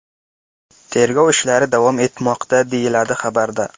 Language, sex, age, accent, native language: Uzbek, male, 18-24, Qashqadaryo, Uzbek